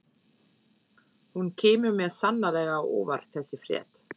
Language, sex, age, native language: Icelandic, female, 40-49, German